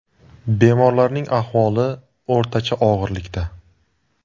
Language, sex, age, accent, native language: Uzbek, male, 19-29, Surxondaryo, Uzbek